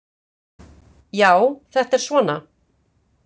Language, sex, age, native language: Icelandic, female, 50-59, Icelandic